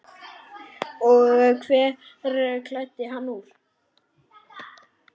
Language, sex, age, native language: Icelandic, male, 9, Icelandic